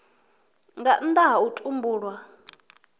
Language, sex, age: Venda, female, 21